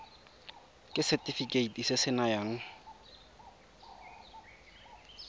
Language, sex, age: Tswana, male, 22